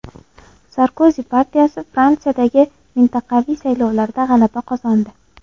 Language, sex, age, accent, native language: Uzbek, female, 18-24, Andijon, Uzbek